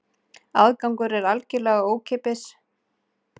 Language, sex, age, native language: Icelandic, female, 30-39, Icelandic